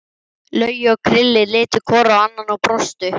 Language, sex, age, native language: Icelandic, male, 11, Icelandic